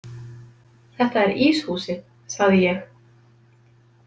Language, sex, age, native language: Icelandic, female, 50-59, Icelandic